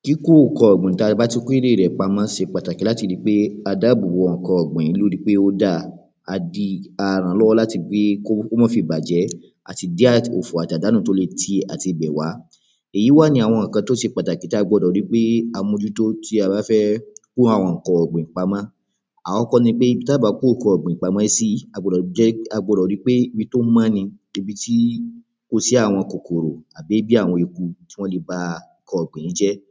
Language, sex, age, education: Yoruba, male, 15-29, primary